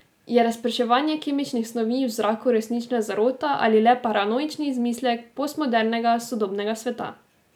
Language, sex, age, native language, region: Slovenian, female, 18-29, Slovenian, Drava region